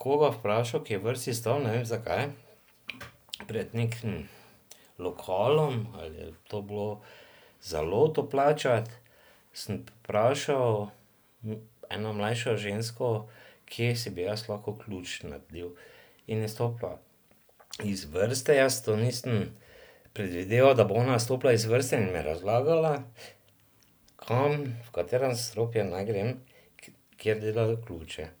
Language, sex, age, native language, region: Slovenian, male, 50-59, Slovenian, Drava region